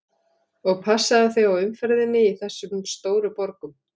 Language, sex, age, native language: Icelandic, female, 40-49, Icelandic